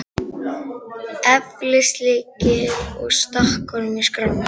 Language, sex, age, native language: Icelandic, female, 11, Icelandic